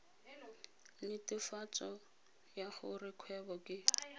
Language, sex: Tswana, female